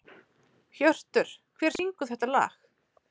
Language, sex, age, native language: Icelandic, female, 30-39, Icelandic